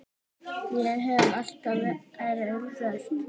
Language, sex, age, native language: Icelandic, female, 9, Icelandic